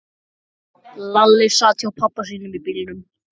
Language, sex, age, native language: Icelandic, male, 14, Icelandic